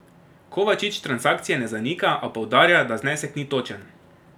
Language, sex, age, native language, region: Slovenian, male, 18-29, Slovenian, Drava region